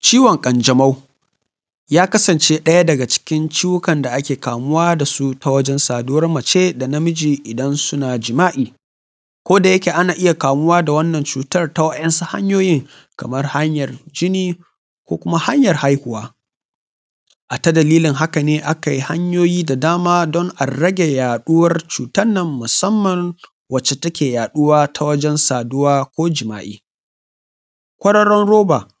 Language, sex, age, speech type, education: Hausa, male, 15-29, spontaneous, tertiary